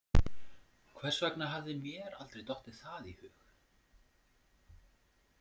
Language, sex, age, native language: Icelandic, male, 40-49, Icelandic